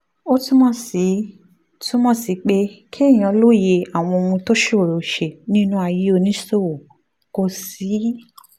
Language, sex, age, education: Yoruba, female, 15-29, tertiary